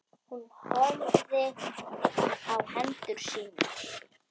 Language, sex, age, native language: Icelandic, female, 10, Icelandic